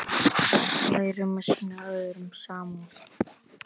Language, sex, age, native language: Icelandic, male, 10, Icelandic